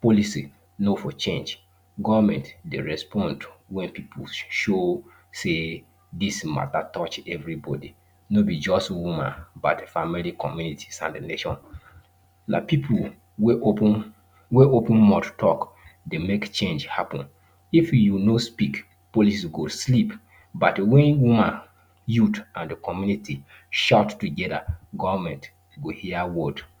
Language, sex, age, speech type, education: Nigerian Pidgin, male, 30-45, spontaneous, tertiary